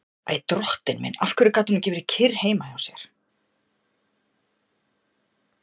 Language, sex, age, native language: Icelandic, female, 50-59, Icelandic